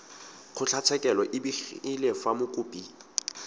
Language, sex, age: Tswana, male, 18